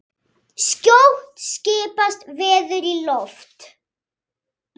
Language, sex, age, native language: Icelandic, female, 6, Icelandic